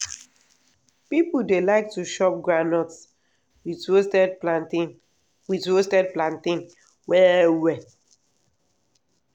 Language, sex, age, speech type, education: Nigerian Pidgin, female, 15-29, spontaneous, tertiary